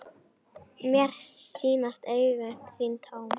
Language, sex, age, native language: Icelandic, female, 9, Icelandic